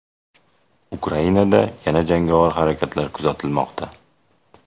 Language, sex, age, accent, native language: Uzbek, male, 18-24, Jizzax, Uzbek